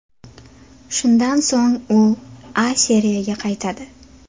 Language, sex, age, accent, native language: Uzbek, female, 18-24, Toshkent viloyati, Uzbek